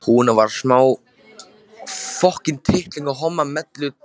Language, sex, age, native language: Icelandic, male, 13, Icelandic